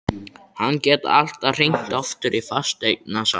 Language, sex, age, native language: Icelandic, male, 14, Icelandic